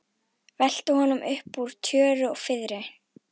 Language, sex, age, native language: Icelandic, female, 11, Icelandic